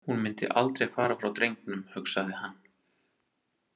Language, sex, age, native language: Icelandic, male, 30-39, Icelandic